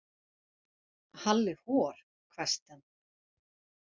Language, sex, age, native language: Icelandic, female, 40-49, Icelandic